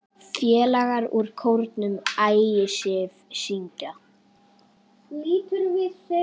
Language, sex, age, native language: Icelandic, female, 10, Icelandic